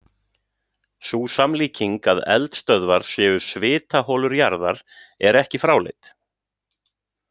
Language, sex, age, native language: Icelandic, male, 30-39, Icelandic